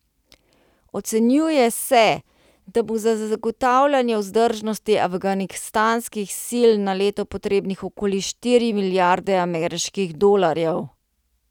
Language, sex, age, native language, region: Slovenian, female, 30-49, Slovenian, Central Slovenia